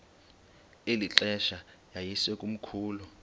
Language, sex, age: Xhosa, male, 19